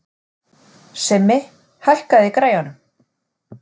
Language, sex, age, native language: Icelandic, female, 40-49, Icelandic